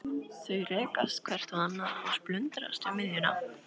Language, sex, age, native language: Icelandic, female, 13, Icelandic